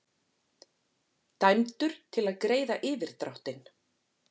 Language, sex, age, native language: Icelandic, female, 40-49, Icelandic